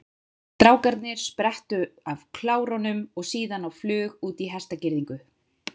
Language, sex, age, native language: Icelandic, female, 30-39, Icelandic